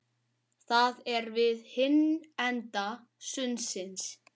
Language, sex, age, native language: Icelandic, male, 12, Icelandic